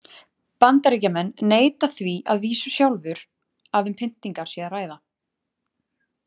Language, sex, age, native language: Icelandic, female, 20-29, Icelandic